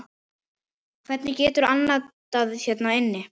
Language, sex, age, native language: Icelandic, male, 9, Icelandic